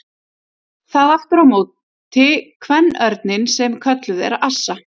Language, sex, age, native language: Icelandic, female, 30-39, Icelandic